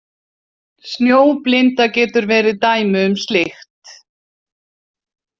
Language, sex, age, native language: Icelandic, female, 40-49, Icelandic